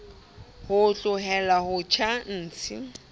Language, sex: Southern Sotho, female